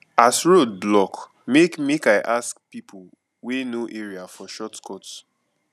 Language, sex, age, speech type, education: Nigerian Pidgin, male, 15-29, spontaneous, tertiary